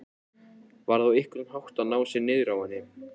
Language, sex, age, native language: Icelandic, male, 14, Icelandic